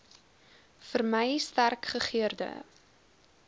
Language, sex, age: Afrikaans, female, 20